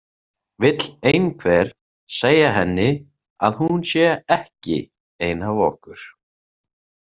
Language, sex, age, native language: Icelandic, male, 30-39, Icelandic